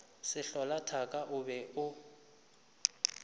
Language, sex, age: Northern Sotho, male, 25